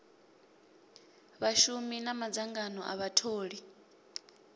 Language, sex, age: Venda, female, 25